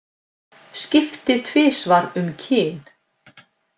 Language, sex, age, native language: Icelandic, female, 50-59, Icelandic